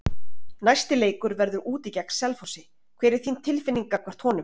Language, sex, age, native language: Icelandic, female, 30-39, Icelandic